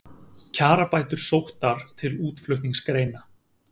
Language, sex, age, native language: Icelandic, male, 30-39, Icelandic